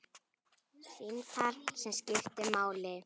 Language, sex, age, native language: Icelandic, female, 10, Icelandic